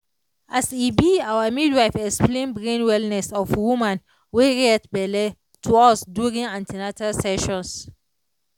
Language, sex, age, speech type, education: Nigerian Pidgin, female, 30-45, spontaneous, tertiary